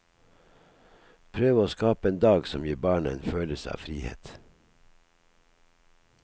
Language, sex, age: Norwegian, male, 57